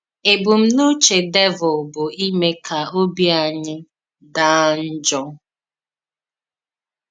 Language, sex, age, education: Igbo, female, 15-29, tertiary